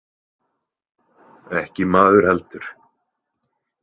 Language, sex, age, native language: Icelandic, male, 20-29, Icelandic